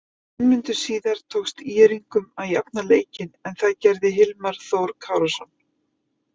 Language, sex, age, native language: Icelandic, female, 50-59, Icelandic